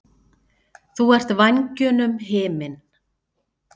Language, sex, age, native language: Icelandic, female, 50-59, Icelandic